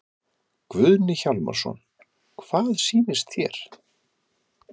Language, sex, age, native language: Icelandic, male, 50-59, Icelandic